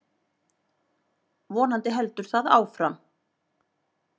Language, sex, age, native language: Icelandic, female, 40-49, Icelandic